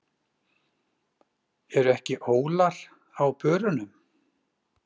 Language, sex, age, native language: Icelandic, male, 40-49, Icelandic